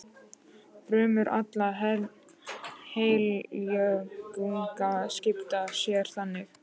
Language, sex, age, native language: Icelandic, male, 12, Icelandic